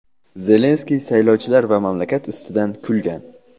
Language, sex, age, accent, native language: Uzbek, male, 18-24, Jizzax, Uzbek